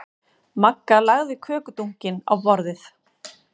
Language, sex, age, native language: Icelandic, female, 40-49, Icelandic